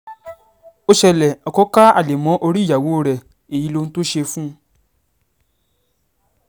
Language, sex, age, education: Yoruba, male, 15-29, secondary